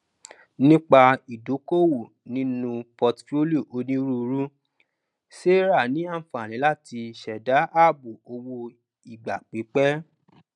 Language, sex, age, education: Yoruba, male, 30-45, tertiary